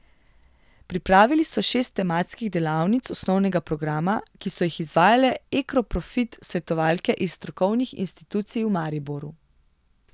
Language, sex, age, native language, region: Slovenian, female, 18-29, Slovenian, Gorenjska region